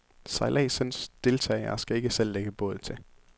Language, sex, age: Danish, male, 24